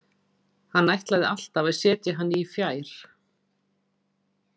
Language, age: Icelandic, 40-49